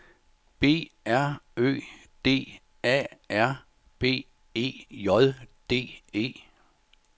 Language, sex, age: Danish, male, 64